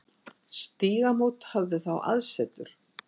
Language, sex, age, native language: Icelandic, female, 60-69, Icelandic